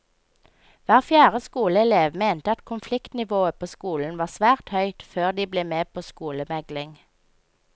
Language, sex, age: Norwegian, female, 24